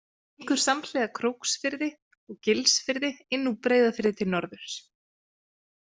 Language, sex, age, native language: Icelandic, female, 30-39, Icelandic